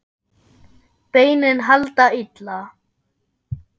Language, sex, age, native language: Icelandic, female, 10, German